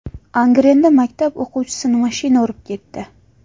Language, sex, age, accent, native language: Uzbek, female, 18-24, Farg'ona, Uzbek